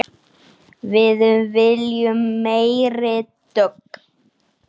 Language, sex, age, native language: Icelandic, male, 9, Icelandic